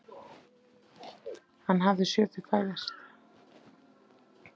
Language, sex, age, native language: Icelandic, female, 7, Icelandic